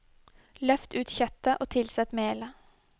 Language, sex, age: Norwegian, female, 21